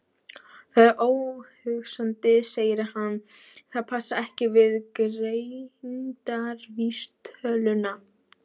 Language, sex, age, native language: Icelandic, female, 12, Icelandic